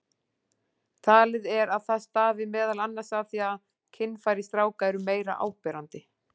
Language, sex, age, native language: Icelandic, female, 40-49, Icelandic